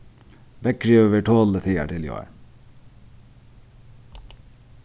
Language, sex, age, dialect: Faroese, male, 15-35, Sandoy